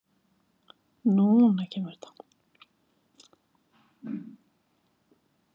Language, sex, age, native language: Icelandic, female, 7, Icelandic